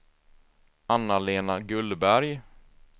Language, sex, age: Swedish, male, 24